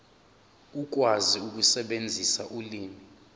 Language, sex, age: Zulu, male, 23